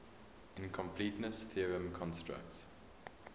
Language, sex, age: English, male, 23